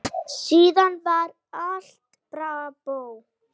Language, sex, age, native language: Icelandic, female, 8, Icelandic